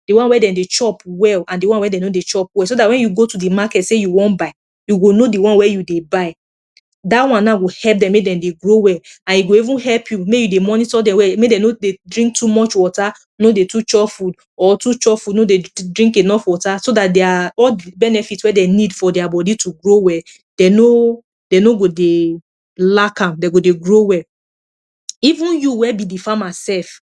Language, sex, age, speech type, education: Nigerian Pidgin, female, 30-45, spontaneous, tertiary